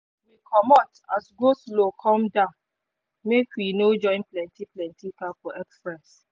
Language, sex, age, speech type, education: Nigerian Pidgin, female, 15-29, spontaneous, tertiary